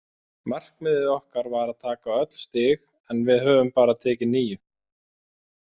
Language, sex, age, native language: Icelandic, male, 20-29, Icelandic